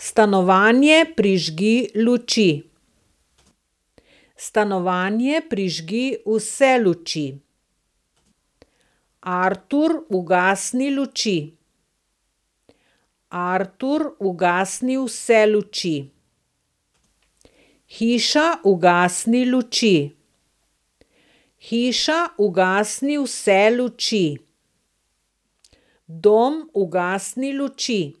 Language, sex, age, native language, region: Slovenian, female, 60+, Slovenian, Southeast Slovenia